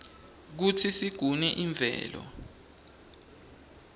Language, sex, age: Swati, male, 20